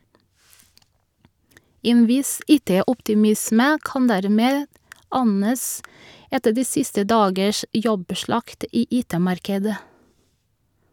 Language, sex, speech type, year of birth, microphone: Norwegian, female, read, 1982, Shure